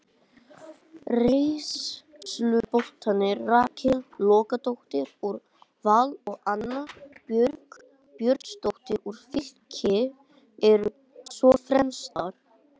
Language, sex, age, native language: Icelandic, male, 20-29, Icelandic